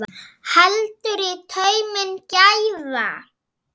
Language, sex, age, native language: Icelandic, female, 7, Icelandic